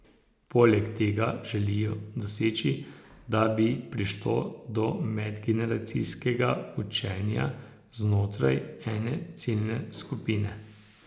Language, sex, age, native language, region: Slovenian, male, 60+, Slovenian, Posavska region